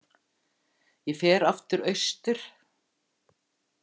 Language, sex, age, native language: Icelandic, female, 50-59, Icelandic